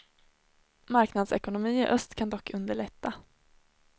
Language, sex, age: Swedish, female, 21